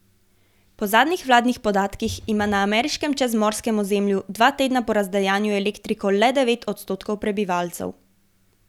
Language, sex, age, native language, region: Slovenian, female, 18-29, Slovenian, Gorenjska region